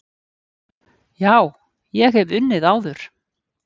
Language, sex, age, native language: Icelandic, female, 50-59, Icelandic